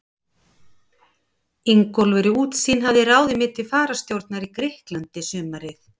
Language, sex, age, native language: Icelandic, female, 50-59, Icelandic